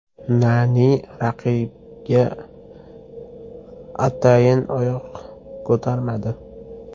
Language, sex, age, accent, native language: Uzbek, male, 18-24, Toshkent shahri, Uzbek